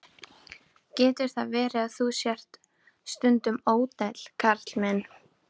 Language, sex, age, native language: Icelandic, female, 12, Icelandic